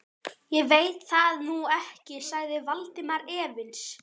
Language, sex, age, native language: Icelandic, female, 12, Icelandic